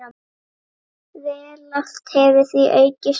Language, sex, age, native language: Icelandic, female, 8, Icelandic